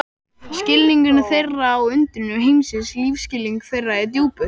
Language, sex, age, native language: Icelandic, male, 12, Icelandic